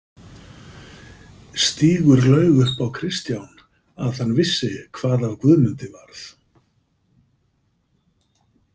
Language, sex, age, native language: Icelandic, male, 50-59, Icelandic